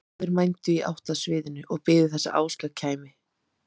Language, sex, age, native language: Icelandic, female, 30-39, Icelandic